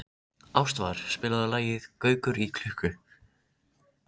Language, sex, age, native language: Icelandic, other, 13, Icelandic